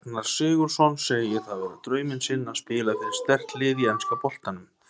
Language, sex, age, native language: Icelandic, male, 30-39, Icelandic